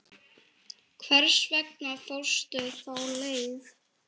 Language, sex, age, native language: Icelandic, female, 10, Icelandic